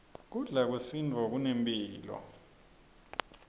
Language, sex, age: Swati, male, 26